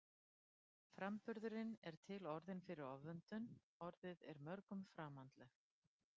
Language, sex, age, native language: Icelandic, female, 50-59, Icelandic